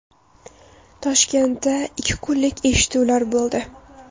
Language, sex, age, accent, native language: Uzbek, female, 19-29, Toshkent viloyati, Uzbek